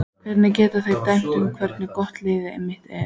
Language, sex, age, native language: Icelandic, female, 14, Icelandic